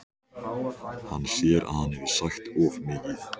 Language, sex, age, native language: Icelandic, male, 14, Icelandic